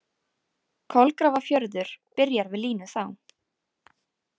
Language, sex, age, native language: Icelandic, female, 18-19, Icelandic